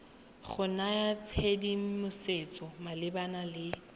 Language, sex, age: Tswana, female, 18